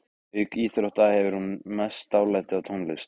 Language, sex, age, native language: Icelandic, male, 15, Icelandic